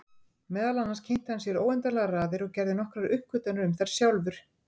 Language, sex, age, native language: Icelandic, female, 50-59, Icelandic